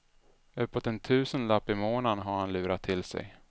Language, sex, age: Swedish, male, 33